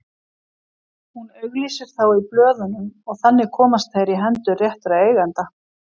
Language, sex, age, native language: Icelandic, female, 50-59, Icelandic